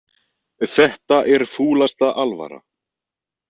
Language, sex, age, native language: Icelandic, male, 20-29, Icelandic